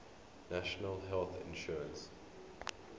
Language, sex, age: English, male, 23